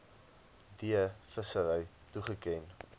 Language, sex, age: Afrikaans, male, 20